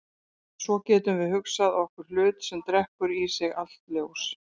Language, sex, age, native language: Icelandic, female, 60-69, Icelandic